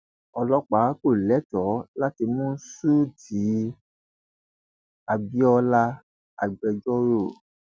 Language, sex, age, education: Yoruba, male, 30-45, tertiary